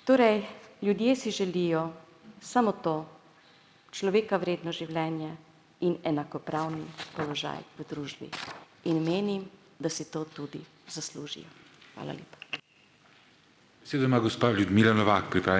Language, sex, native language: Slovenian, female, Slovenian